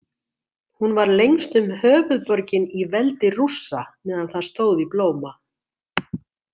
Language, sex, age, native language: Icelandic, female, 60-69, Icelandic